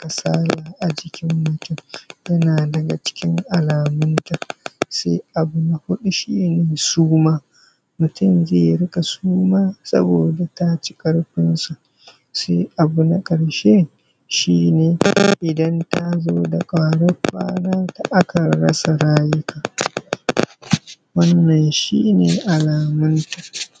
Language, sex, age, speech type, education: Hausa, male, 30-45, spontaneous, secondary